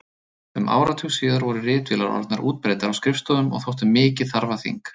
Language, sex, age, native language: Icelandic, male, 30-39, Icelandic